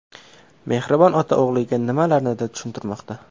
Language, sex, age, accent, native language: Uzbek, male, 18-24, Namangan, Uzbek